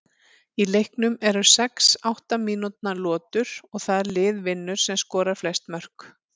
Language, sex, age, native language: Icelandic, female, 40-49, Icelandic